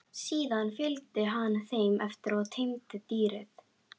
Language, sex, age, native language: Icelandic, female, 12, Icelandic